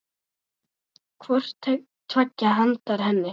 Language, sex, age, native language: Icelandic, female, 9, Icelandic